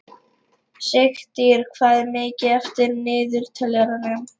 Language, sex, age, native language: Icelandic, female, 11, Lithuanian